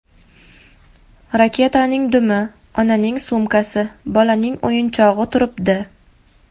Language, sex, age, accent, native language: Uzbek, female, 19-29, Farg'ona, Uzbek